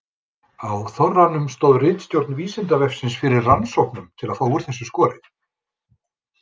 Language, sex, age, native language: Icelandic, male, 50-59, Icelandic